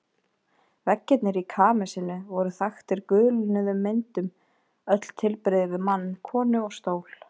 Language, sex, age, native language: Icelandic, female, 20-29, Icelandic